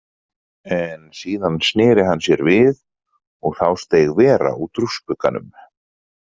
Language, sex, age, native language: Icelandic, male, 40-49, Icelandic